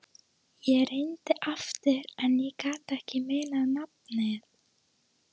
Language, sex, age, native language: Icelandic, female, 13, Icelandic